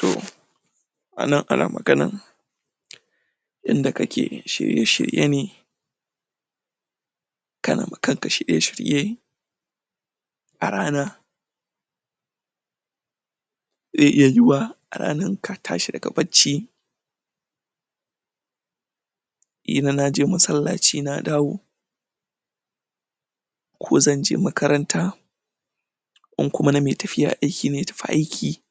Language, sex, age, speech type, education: Hausa, male, 15-29, spontaneous, tertiary